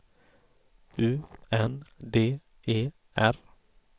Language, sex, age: Swedish, male, 30